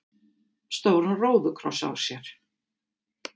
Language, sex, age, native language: Icelandic, female, 50-59, Icelandic